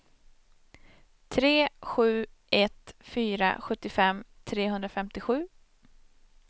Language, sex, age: Swedish, female, 27